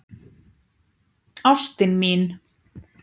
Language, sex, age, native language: Icelandic, male, 9, Icelandic